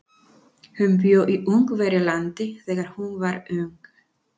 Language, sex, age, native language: Icelandic, female, 40-49, Spanish